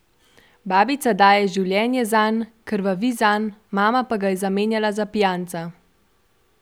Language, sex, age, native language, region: Slovenian, female, 12-17, Slovenian, Central Slovenia